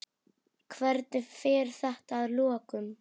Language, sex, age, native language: Icelandic, female, 8, Icelandic